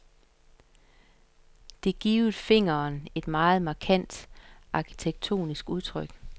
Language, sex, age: Danish, female, 50